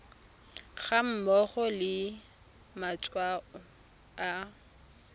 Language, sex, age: Tswana, female, 24